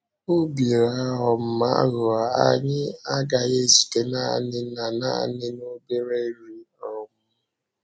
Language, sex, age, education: Igbo, female, 15-29, secondary